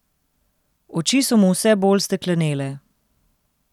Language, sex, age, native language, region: Slovenian, female, 30-49, Slovenian, Central Slovenia